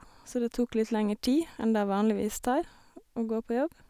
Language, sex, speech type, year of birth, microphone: Norwegian, female, spontaneous, 1987, Sennheiser